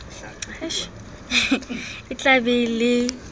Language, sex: Southern Sotho, female